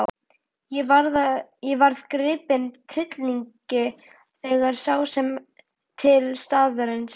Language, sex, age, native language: Icelandic, female, 12, Icelandic